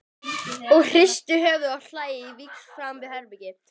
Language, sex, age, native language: Icelandic, female, 12, Icelandic